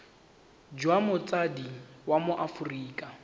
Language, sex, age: Tswana, male, 19